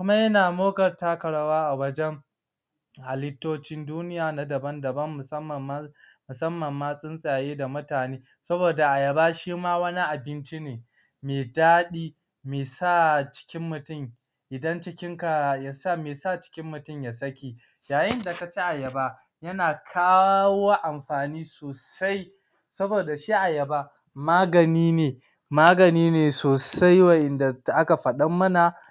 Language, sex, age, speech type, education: Hausa, male, 46-60, spontaneous, tertiary